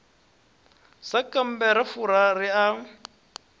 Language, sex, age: Venda, male, 33